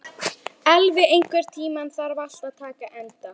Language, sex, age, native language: Icelandic, female, 11, Icelandic